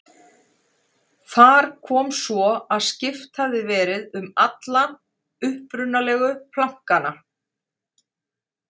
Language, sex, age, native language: Icelandic, female, 40-49, Icelandic